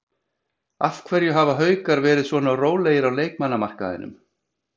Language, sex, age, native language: Icelandic, male, 50-59, Icelandic